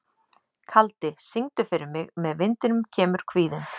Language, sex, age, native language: Icelandic, female, 30-39, Icelandic